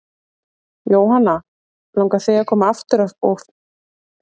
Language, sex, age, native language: Icelandic, female, 30-39, Icelandic